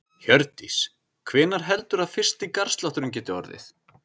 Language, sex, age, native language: Icelandic, male, 30-39, Icelandic